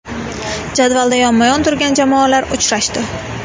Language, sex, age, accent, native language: Uzbek, female, 18-24, Sirdaryo, Uzbek